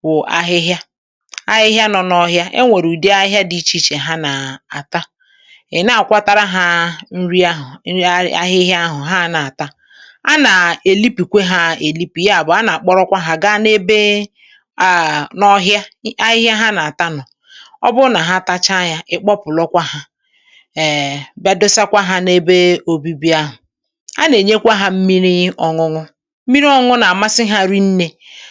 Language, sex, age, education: Igbo, female, 46-60, tertiary